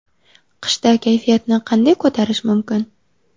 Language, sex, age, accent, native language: Uzbek, female, 18-24, Sirdaryo, Uzbek